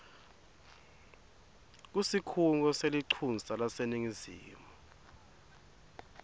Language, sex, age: Swati, male, 22